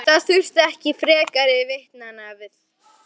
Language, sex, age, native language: Icelandic, female, 11, Icelandic